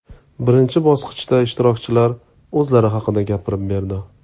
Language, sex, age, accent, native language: Uzbek, male, 25-34, Toshkent viloyati, Uzbek